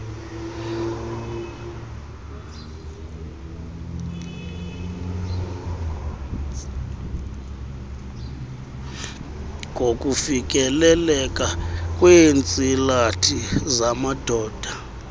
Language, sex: Xhosa, male